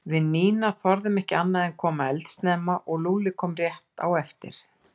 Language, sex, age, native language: Icelandic, female, 60-69, Icelandic